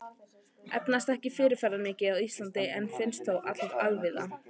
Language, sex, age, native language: Icelandic, female, 18-19, Icelandic